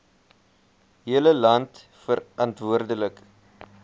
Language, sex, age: Afrikaans, male, 21